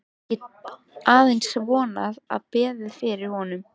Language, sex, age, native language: Icelandic, female, 13, Icelandic